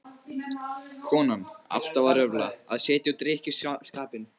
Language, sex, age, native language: Icelandic, male, 15, Icelandic